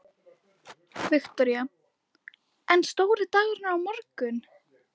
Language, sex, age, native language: Icelandic, female, 11, Icelandic